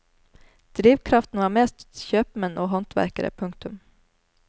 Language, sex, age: Norwegian, female, 34